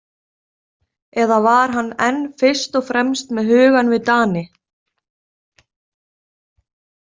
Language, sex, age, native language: Icelandic, female, 30-39, Icelandic